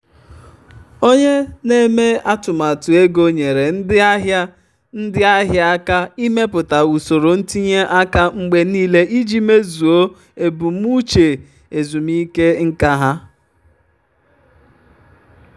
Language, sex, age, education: Igbo, male, 30-45, tertiary